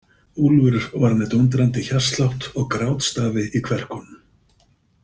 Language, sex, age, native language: Icelandic, male, 50-59, Icelandic